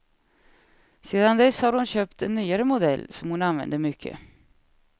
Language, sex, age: Swedish, female, 36